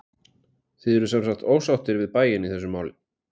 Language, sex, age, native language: Icelandic, male, 40-49, Icelandic